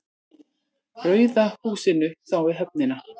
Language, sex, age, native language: Icelandic, female, 40-49, Icelandic